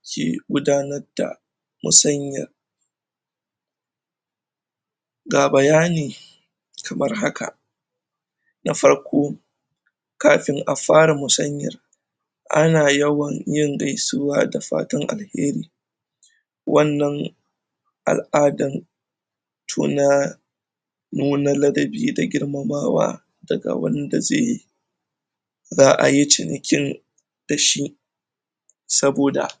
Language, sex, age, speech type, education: Hausa, male, 30-45, spontaneous, tertiary